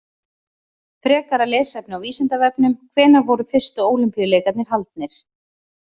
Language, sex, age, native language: Icelandic, female, 30-39, Icelandic